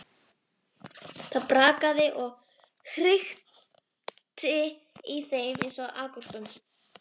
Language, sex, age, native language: Icelandic, female, 11, Icelandic